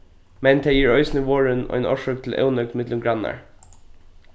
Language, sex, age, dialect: Faroese, male, 15-35, Norðuroyggjar